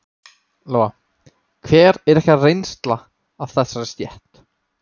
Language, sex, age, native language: Icelandic, male, 18-19, Icelandic